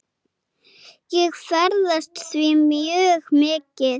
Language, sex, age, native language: Icelandic, female, 8, Icelandic